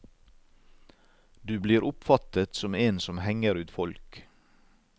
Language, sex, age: Norwegian, male, 56